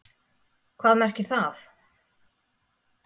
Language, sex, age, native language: Icelandic, female, 30-39, Icelandic